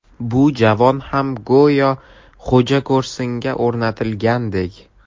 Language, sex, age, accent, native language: Uzbek, male, 12-17, Samarqand, Uzbek